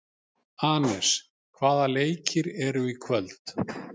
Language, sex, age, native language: Icelandic, male, 40-49, Icelandic